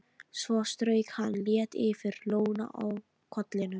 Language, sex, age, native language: Icelandic, female, 13, Icelandic